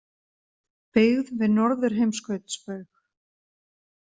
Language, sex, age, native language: Icelandic, female, 50-59, Icelandic